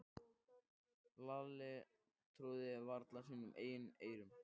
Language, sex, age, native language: Icelandic, male, 13, Icelandic